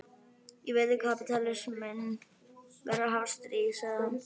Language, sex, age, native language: Icelandic, female, 11, Icelandic